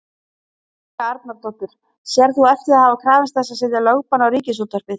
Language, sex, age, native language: Icelandic, female, 30-39, Icelandic